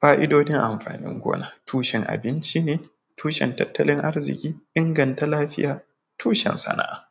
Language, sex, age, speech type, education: Hausa, male, 15-29, spontaneous, tertiary